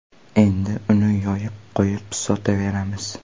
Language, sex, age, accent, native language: Uzbek, male, under 19, Namangan, Uzbek